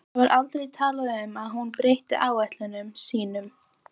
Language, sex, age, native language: Icelandic, female, 14, Icelandic